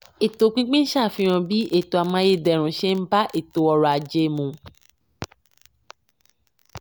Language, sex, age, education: Yoruba, female, 15-29, tertiary